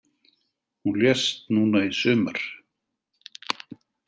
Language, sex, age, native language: Icelandic, male, 70-79, Icelandic